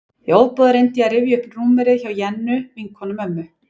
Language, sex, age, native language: Icelandic, female, 40-49, Icelandic